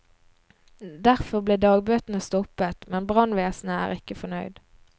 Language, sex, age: Norwegian, female, 22